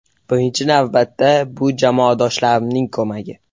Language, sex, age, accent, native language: Uzbek, male, 18-24, Toshkent shahri, Uzbek